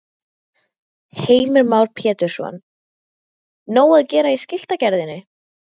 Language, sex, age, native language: Icelandic, female, 12, Icelandic